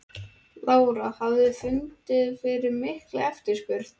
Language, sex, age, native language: Icelandic, male, 12, Icelandic